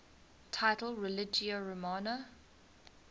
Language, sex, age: English, female, 20